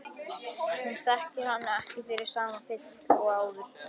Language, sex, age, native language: Icelandic, male, 13, Icelandic